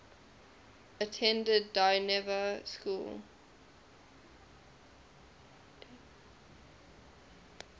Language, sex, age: English, female, 20